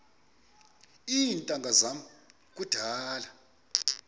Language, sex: Xhosa, male